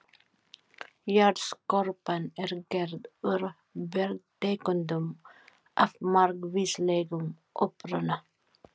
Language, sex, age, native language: Icelandic, female, 40-49, Filipino